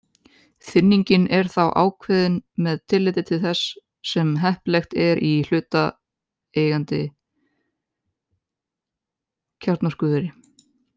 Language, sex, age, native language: Icelandic, male, 18-19, Icelandic